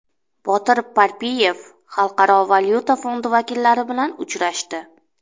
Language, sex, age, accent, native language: Uzbek, female, 25-34, Namangan, Uzbek